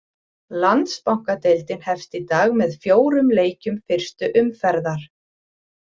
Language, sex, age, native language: Icelandic, female, 40-49, Icelandic